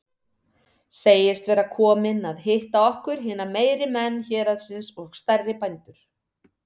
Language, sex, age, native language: Icelandic, female, 30-39, Icelandic